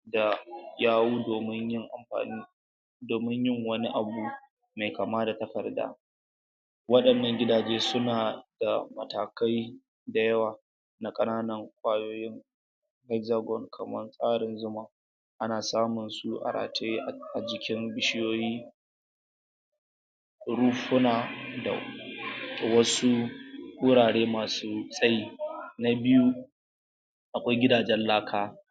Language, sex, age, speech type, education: Hausa, male, 46-60, spontaneous, tertiary